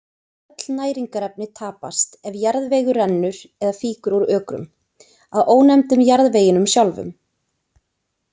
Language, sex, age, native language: Icelandic, female, 20-29, Icelandic